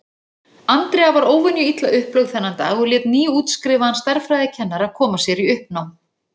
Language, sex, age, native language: Icelandic, female, 40-49, Icelandic